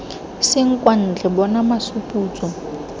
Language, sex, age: Tswana, female, 20